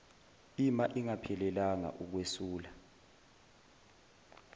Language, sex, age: Zulu, male, 20